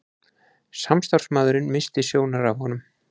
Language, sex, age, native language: Icelandic, male, 20-29, Icelandic